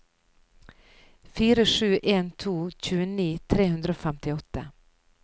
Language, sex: Norwegian, female